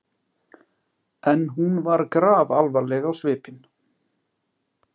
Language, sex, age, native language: Icelandic, male, 30-39, Icelandic